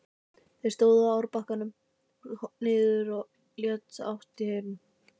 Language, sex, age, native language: Icelandic, male, 12, Icelandic